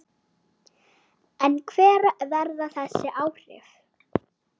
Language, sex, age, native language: Icelandic, female, 8, Icelandic